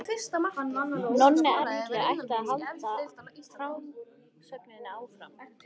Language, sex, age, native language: Icelandic, female, 14, Icelandic